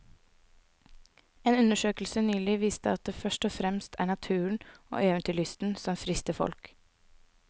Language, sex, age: Norwegian, female, 24